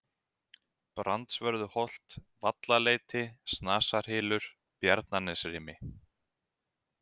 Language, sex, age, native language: Icelandic, male, 30-39, Icelandic